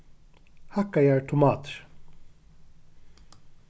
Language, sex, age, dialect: Faroese, male, 36-60, Norðuroyggjar